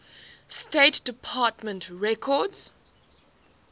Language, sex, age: English, female, 18